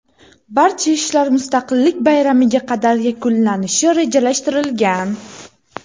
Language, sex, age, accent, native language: Uzbek, female, 18-24, Toshkent shahri, Uzbek